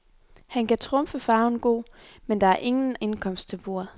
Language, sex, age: Danish, female, 23